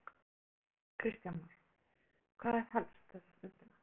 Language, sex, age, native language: Icelandic, female, 20-29, Icelandic